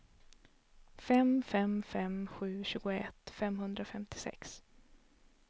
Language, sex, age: Swedish, female, 32